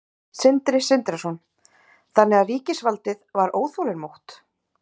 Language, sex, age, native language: Icelandic, female, 30-39, Icelandic